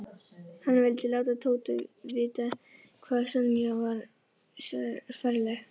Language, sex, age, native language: Icelandic, female, 11, Icelandic